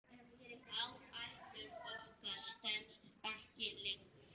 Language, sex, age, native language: Icelandic, female, 10, Icelandic